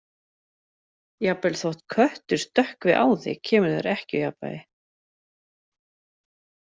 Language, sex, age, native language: Icelandic, female, 40-49, Icelandic